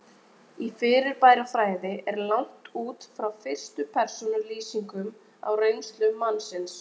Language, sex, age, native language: Icelandic, female, 20-29, Icelandic